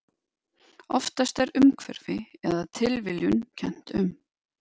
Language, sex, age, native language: Icelandic, female, 50-59, Icelandic